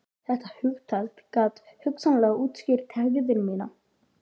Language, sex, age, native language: Icelandic, male, 12, Icelandic